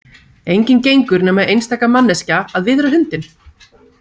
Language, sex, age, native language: Icelandic, female, 30-39, Icelandic